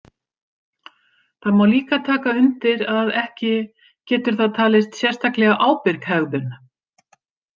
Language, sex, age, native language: Icelandic, female, 50-59, Icelandic